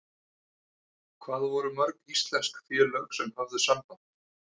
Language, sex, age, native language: Icelandic, male, 30-39, Icelandic